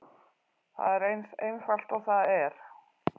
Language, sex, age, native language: Icelandic, female, 40-49, Icelandic